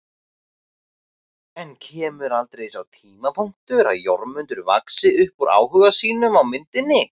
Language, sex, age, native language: Icelandic, male, 18-19, Icelandic